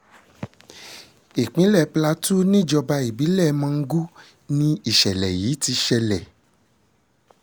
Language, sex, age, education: Yoruba, male, 30-45, secondary